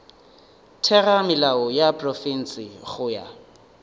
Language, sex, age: Northern Sotho, male, 30